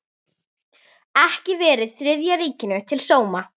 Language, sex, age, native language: Icelandic, female, 11, Icelandic